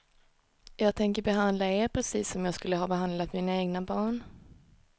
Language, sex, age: Swedish, female, 19